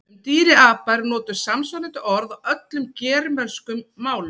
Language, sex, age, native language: Icelandic, female, 40-49, Icelandic